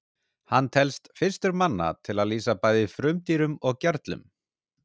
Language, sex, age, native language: Icelandic, male, 40-49, Icelandic